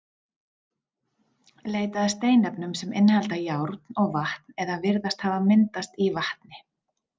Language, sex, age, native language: Icelandic, female, 40-49, Icelandic